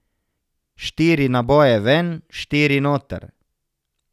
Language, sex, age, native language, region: Slovenian, male, 50-59, Slovenian, Savinja region